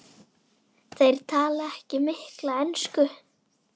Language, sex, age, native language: Icelandic, female, 10, Icelandic